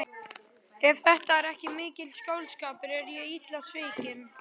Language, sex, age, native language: Icelandic, male, 11, Icelandic